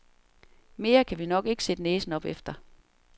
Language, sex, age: Danish, female, 47